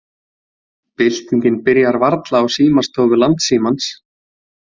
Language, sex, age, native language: Icelandic, male, 20-29, Icelandic